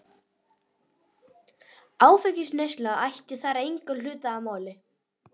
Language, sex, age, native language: Icelandic, female, 11, Icelandic